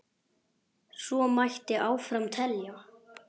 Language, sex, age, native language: Icelandic, male, 9, Icelandic